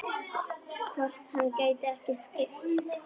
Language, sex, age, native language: Icelandic, female, 10, Icelandic